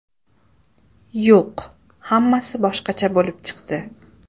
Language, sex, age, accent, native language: Uzbek, female, 18-24, Samarqand, Uzbek